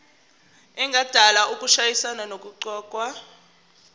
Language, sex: Zulu, female